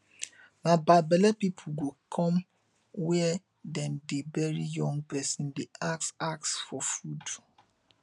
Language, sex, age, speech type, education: Nigerian Pidgin, male, 15-29, spontaneous, tertiary